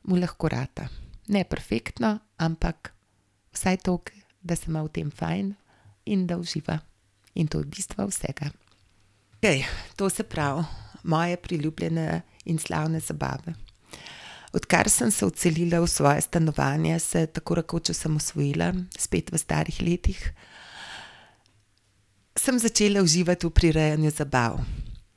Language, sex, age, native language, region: Slovenian, female, 50-59, Slovenian, Gorenjska region